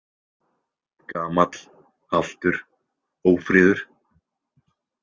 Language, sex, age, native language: Icelandic, male, 20-29, Icelandic